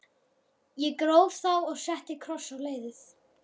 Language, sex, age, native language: Icelandic, female, 12, Icelandic